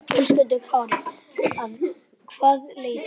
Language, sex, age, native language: Icelandic, male, 11, Icelandic